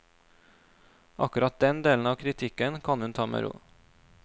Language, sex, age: Norwegian, male, 26